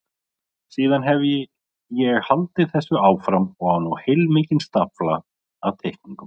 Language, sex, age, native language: Icelandic, male, 30-39, Icelandic